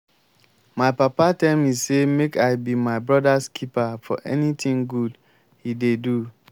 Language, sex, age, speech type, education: Nigerian Pidgin, male, 15-29, spontaneous, tertiary